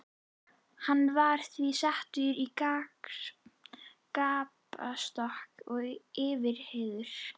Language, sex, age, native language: Icelandic, female, 11, Icelandic